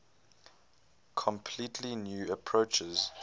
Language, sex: English, male